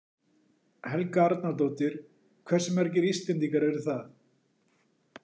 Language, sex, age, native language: Icelandic, male, 40-49, Icelandic